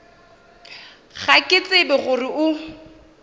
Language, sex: Northern Sotho, female